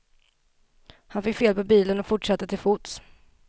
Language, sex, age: Swedish, female, 27